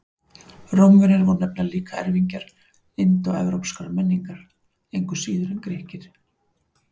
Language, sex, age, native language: Icelandic, female, 40-49, Icelandic